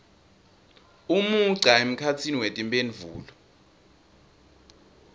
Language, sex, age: Swati, male, 20